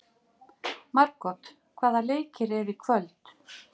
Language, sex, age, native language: Icelandic, female, 50-59, Icelandic